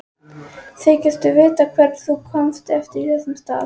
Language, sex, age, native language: Icelandic, female, 11, Icelandic